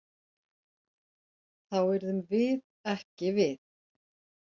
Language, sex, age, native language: Icelandic, female, 40-49, Icelandic